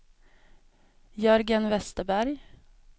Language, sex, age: Swedish, female, 32